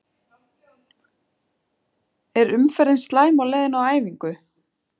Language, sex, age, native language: Icelandic, female, 30-39, Icelandic